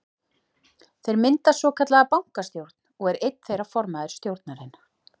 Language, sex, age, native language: Icelandic, female, 30-39, Icelandic